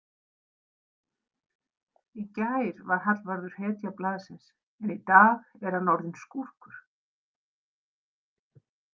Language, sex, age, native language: Icelandic, female, 50-59, Icelandic